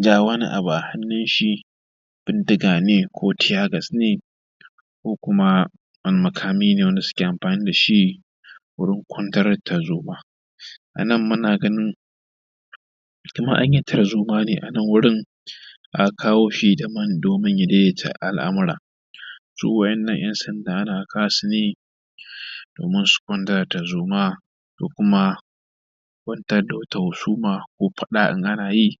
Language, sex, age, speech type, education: Hausa, male, 15-29, spontaneous, tertiary